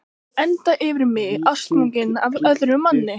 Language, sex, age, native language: Icelandic, other, 15, Icelandic